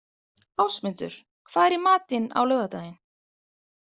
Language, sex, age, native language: Icelandic, female, 30-39, Icelandic